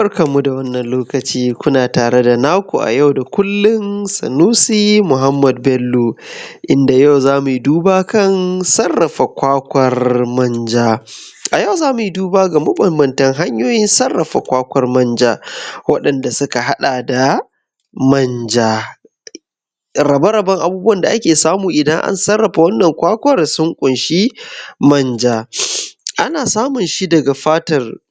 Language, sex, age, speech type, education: Hausa, male, 15-29, spontaneous, secondary